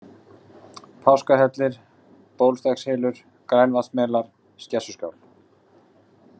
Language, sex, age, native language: Icelandic, male, 40-49, Icelandic